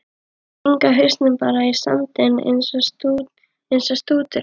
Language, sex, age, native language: Icelandic, female, 12, Icelandic